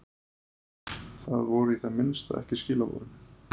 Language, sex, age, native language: Icelandic, male, 30-39, Icelandic